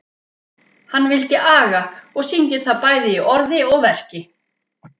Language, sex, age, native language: Icelandic, female, 50-59, Icelandic